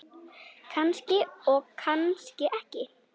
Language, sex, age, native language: Icelandic, female, 18-19, Icelandic